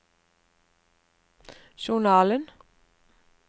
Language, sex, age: Norwegian, female, 59